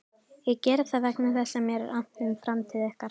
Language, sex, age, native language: Icelandic, female, 18-19, Icelandic